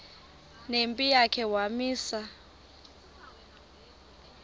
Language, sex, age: Xhosa, female, 24